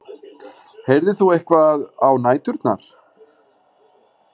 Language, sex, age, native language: Icelandic, male, 40-49, Icelandic